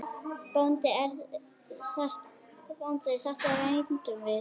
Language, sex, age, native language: Icelandic, female, 9, Icelandic